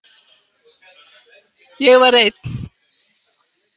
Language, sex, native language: Icelandic, female, Icelandic